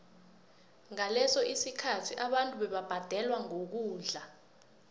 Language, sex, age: South Ndebele, female, 20